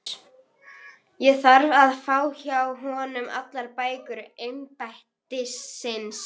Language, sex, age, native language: Icelandic, female, 11, Icelandic